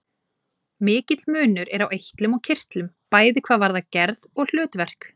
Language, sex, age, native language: Icelandic, female, 20-29, Icelandic